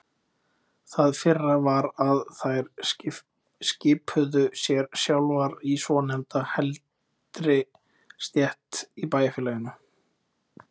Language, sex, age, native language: Icelandic, male, 20-29, Icelandic